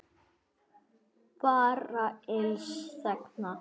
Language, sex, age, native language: Icelandic, male, 9, Icelandic